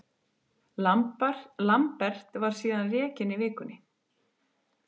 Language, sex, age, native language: Icelandic, female, 30-39, Icelandic